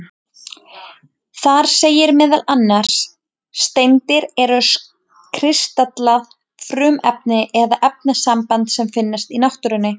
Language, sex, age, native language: Icelandic, female, 20-29, Icelandic